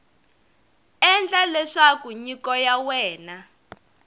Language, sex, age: Tsonga, female, 22